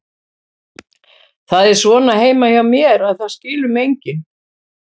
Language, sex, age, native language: Icelandic, female, 70-79, Icelandic